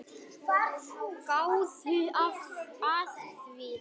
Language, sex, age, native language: Icelandic, male, 9, Icelandic